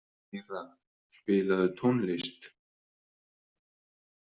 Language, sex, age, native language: Icelandic, male, 30-39, Icelandic